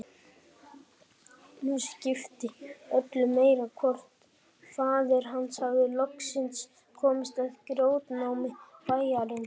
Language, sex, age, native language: Icelandic, female, 18-19, Icelandic